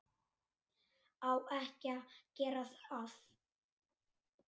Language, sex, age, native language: Icelandic, male, 8, Icelandic